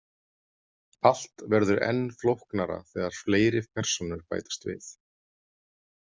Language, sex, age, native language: Icelandic, male, 30-39, Icelandic